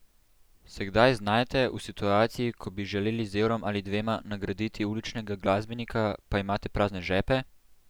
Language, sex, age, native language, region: Slovenian, male, 12-17, Slovenian, Central Slovenia